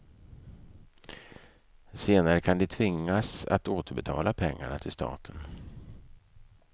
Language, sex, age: Swedish, male, 55